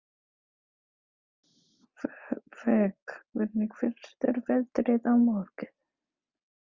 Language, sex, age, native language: Icelandic, female, 30-39, Filipino